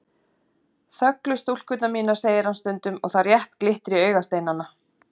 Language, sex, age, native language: Icelandic, female, 40-49, Icelandic